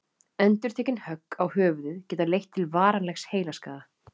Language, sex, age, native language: Icelandic, female, 30-39, Icelandic